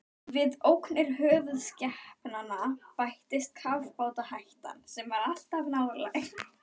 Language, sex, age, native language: Icelandic, female, 12, Icelandic